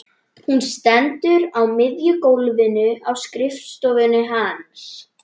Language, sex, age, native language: Icelandic, female, 11, Icelandic